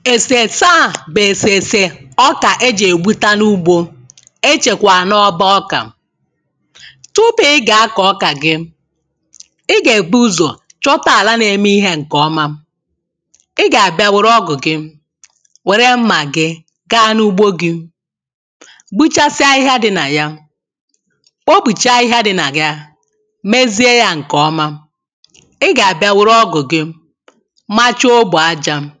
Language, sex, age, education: Igbo, female, 15-29, tertiary